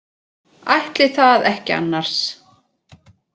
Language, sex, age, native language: Icelandic, female, 40-49, Icelandic